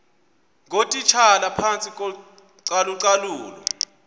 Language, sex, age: Xhosa, male, 24